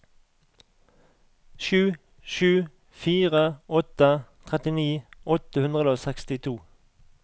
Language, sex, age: Norwegian, male, 38